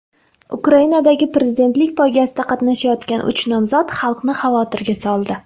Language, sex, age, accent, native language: Uzbek, female, 19-29, Farg'ona, Uzbek